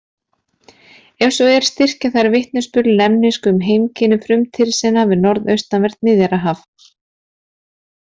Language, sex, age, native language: Icelandic, female, 30-39, Icelandic